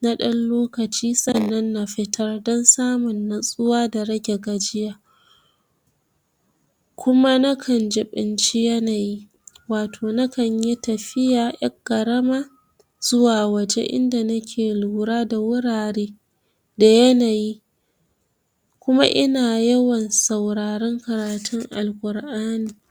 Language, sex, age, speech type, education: Hausa, female, 46-60, spontaneous, tertiary